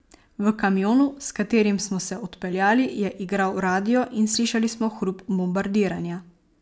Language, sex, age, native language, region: Slovenian, female, 18-29, Slovenian, Savinja region